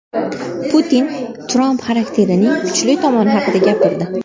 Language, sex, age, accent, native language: Uzbek, female, 19-29, Farg'ona, Uzbek